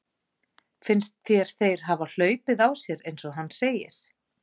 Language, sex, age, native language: Icelandic, female, 40-49, Icelandic